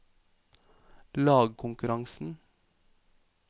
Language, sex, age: Norwegian, male, 28